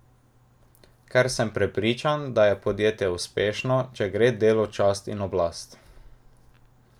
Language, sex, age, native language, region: Slovenian, male, 18-29, Slovenian, Drava region